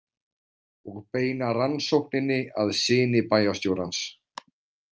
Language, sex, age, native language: Icelandic, male, 40-49, Icelandic